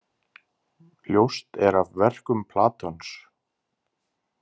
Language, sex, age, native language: Icelandic, male, 30-39, Icelandic